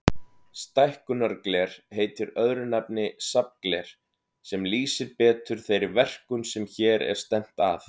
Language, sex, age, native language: Icelandic, male, 30-39, Icelandic